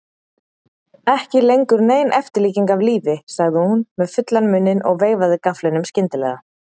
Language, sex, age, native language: Icelandic, female, 30-39, Icelandic